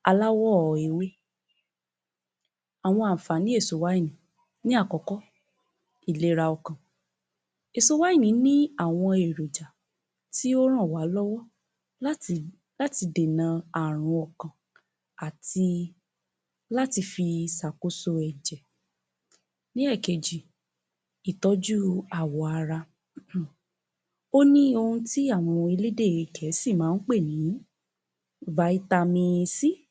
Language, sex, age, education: Yoruba, female, 15-29, tertiary